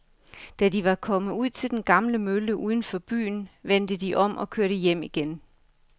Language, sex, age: Danish, female, 55